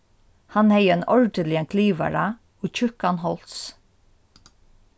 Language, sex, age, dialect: Faroese, female, 36-60, Norðurstreymoy/Eysturoy